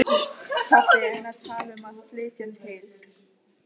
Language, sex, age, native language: Icelandic, female, 18-19, German